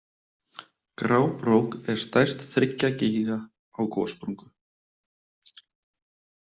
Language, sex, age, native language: Icelandic, male, 30-39, Icelandic